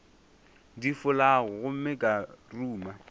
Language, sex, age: Northern Sotho, male, 24